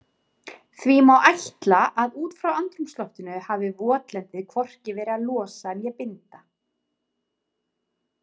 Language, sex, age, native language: Icelandic, female, 30-39, Icelandic